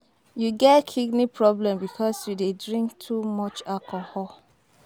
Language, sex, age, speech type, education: Nigerian Pidgin, female, 15-29, spontaneous, tertiary